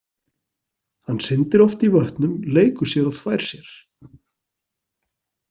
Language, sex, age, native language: Icelandic, male, 40-49, Icelandic